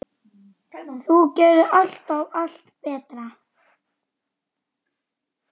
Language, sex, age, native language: Icelandic, female, 9, Icelandic